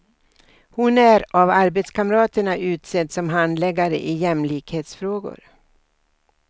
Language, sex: Swedish, female